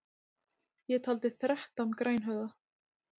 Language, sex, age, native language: Icelandic, female, 30-39, Icelandic